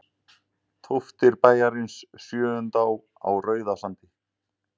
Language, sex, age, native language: Icelandic, male, 40-49, Icelandic